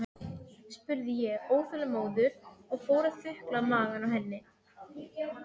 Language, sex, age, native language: Icelandic, female, 12, Serbo-Croatian